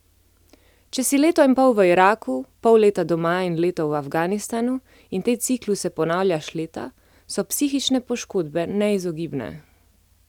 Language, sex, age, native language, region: Slovenian, female, 30-49, Slovenian, Central Slovenia